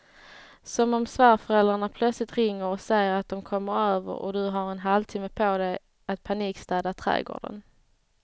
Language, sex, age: Swedish, female, 30